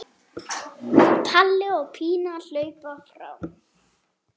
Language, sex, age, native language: Icelandic, female, 7, Icelandic